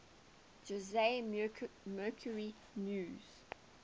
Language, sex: English, female